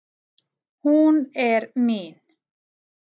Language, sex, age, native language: Icelandic, female, 40-49, Icelandic